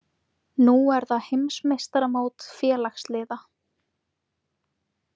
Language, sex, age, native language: Icelandic, female, 20-29, Icelandic